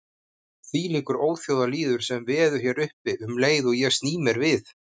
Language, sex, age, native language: Icelandic, male, 50-59, Icelandic